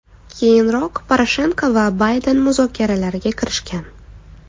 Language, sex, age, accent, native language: Uzbek, female, 25-34, Toshkent shahri, Uzbek